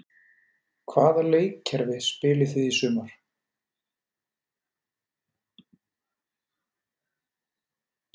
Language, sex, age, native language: Icelandic, male, 40-49, Icelandic